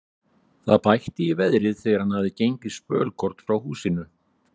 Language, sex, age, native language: Icelandic, male, 60-69, Icelandic